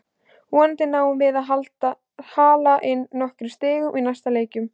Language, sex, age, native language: Icelandic, female, 16, Icelandic